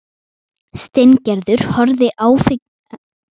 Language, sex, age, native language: Icelandic, female, 12, Icelandic